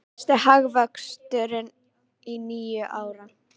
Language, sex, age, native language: Icelandic, female, 18-19, Icelandic